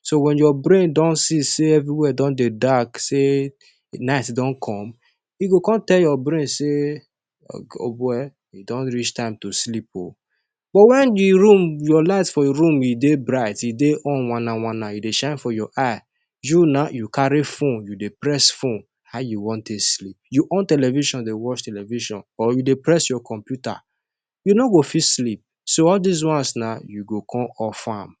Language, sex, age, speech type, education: Nigerian Pidgin, male, 15-29, spontaneous, tertiary